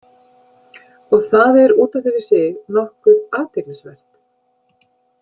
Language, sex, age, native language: Icelandic, female, 50-59, Icelandic